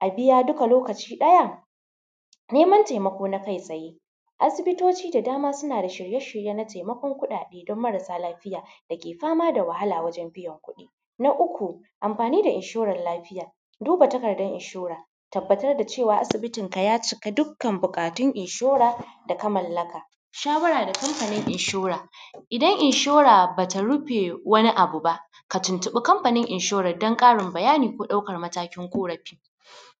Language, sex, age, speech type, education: Hausa, female, 30-45, spontaneous, primary